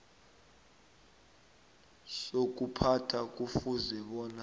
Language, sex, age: South Ndebele, male, 21